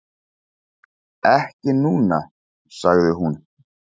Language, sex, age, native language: Icelandic, male, 40-49, Icelandic